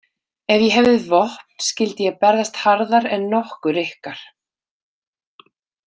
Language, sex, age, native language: Icelandic, female, 30-39, Icelandic